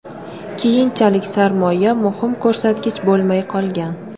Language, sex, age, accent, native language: Uzbek, female, 18-24, Sirdaryo, Uzbek